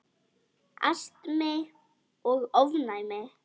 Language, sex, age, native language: Icelandic, female, 10, Icelandic